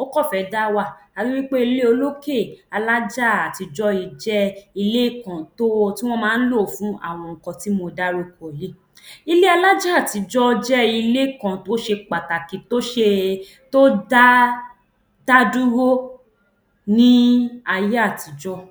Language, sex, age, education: Yoruba, female, 15-29, tertiary